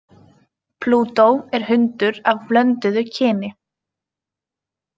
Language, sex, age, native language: Icelandic, female, 20-29, Icelandic